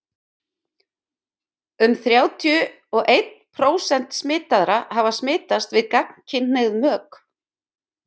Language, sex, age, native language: Icelandic, female, 50-59, Icelandic